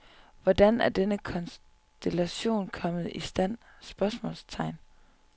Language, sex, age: Danish, female, 25